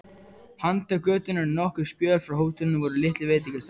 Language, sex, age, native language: Icelandic, male, 14, Icelandic